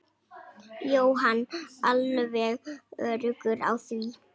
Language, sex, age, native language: Icelandic, male, 6, Icelandic